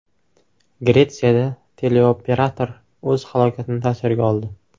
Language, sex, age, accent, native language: Uzbek, male, 18-24, Navoiy, Uzbek